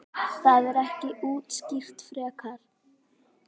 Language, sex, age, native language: Icelandic, female, 10, Icelandic